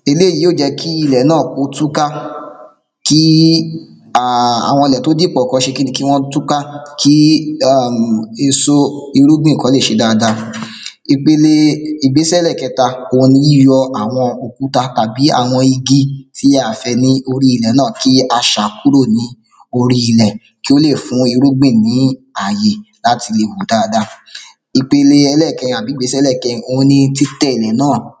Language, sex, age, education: Yoruba, male, 30-45, secondary